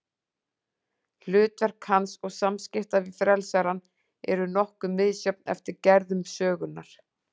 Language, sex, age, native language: Icelandic, female, 40-49, Icelandic